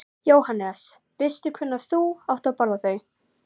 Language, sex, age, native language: Icelandic, female, 14, Icelandic